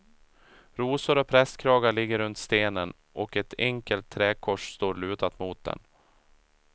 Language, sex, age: Swedish, male, 37